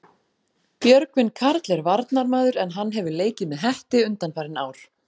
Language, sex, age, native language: Icelandic, female, 40-49, Icelandic